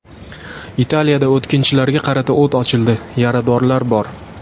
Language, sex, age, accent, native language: Uzbek, male, 18-24, Andijon, Uzbek